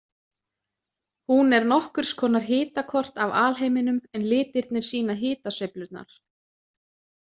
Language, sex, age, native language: Icelandic, female, 20-29, Icelandic